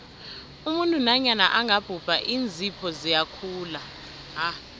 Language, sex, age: South Ndebele, female, 19